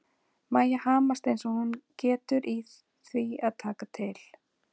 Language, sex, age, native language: Icelandic, female, 40-49, Icelandic